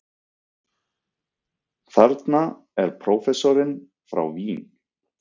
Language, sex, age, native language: Icelandic, male, 30-39, Icelandic